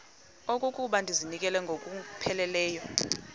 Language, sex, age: Xhosa, female, 20